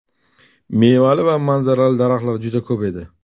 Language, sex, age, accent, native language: Uzbek, male, 35+, Toshkent shahri, Uzbek